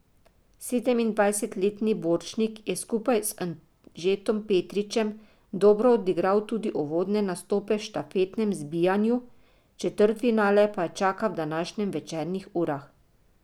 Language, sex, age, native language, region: Slovenian, female, 50-59, Slovenian, Drava region